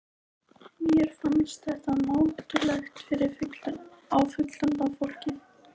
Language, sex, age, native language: Icelandic, female, 13, Icelandic